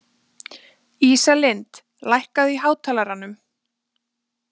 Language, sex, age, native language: Icelandic, female, 20-29, Icelandic